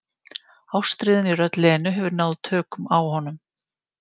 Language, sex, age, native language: Icelandic, female, 50-59, Icelandic